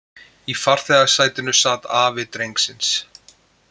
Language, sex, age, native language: Icelandic, male, 20-29, Icelandic